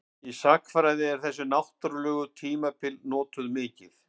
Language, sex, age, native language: Icelandic, male, 50-59, Icelandic